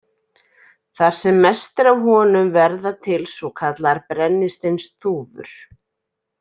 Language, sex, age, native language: Icelandic, female, 40-49, Icelandic